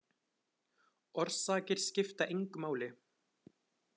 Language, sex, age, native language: Icelandic, male, 20-29, Icelandic